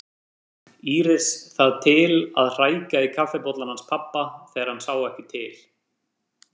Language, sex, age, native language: Icelandic, male, 30-39, Icelandic